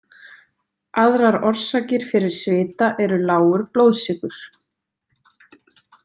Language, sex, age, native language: Icelandic, female, 20-29, Icelandic